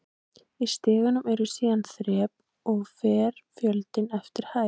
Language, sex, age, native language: Icelandic, female, 18-19, Icelandic